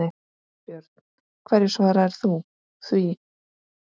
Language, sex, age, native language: Icelandic, female, 10, Icelandic